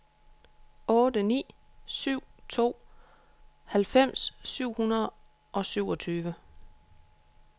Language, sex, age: Danish, female, 31